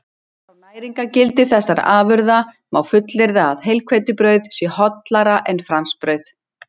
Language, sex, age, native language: Icelandic, female, 60-69, Icelandic